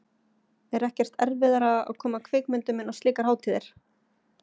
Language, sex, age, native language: Icelandic, female, 30-39, Icelandic